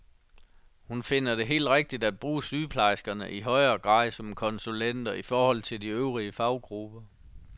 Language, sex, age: Danish, male, 37